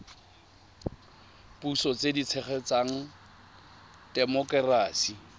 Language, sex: Tswana, male